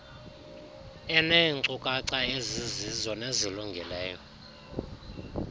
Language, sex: Xhosa, male